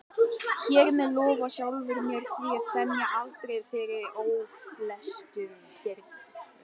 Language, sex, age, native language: Icelandic, female, 18-19, Icelandic